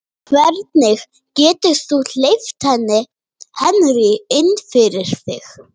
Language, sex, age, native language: Icelandic, female, 18-19, Icelandic